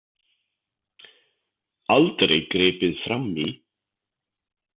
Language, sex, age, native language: Icelandic, male, 50-59, Icelandic